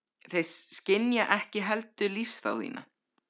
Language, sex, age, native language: Icelandic, male, 13, Icelandic